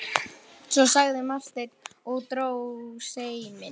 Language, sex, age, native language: Icelandic, male, 11, Icelandic